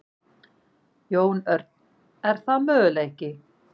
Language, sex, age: Icelandic, female, 40-49